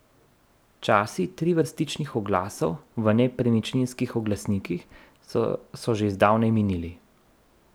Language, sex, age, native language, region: Slovenian, male, 30-49, Slovenian, Central Slovenia